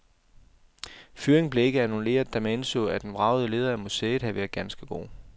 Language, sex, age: Danish, male, 28